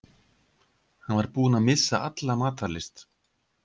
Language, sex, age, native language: Icelandic, male, 50-59, Icelandic